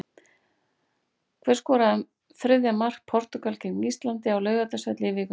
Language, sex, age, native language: Icelandic, female, 40-49, Icelandic